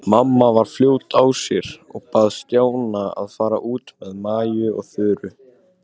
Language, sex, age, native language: Icelandic, male, 18-19, Icelandic